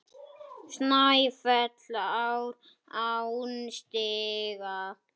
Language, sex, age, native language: Icelandic, male, 8, Icelandic